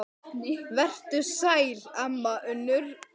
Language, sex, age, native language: Icelandic, male, 10, Icelandic